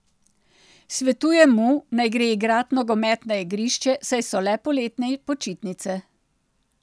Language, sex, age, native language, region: Slovenian, female, 60+, Slovenian, Central Slovenia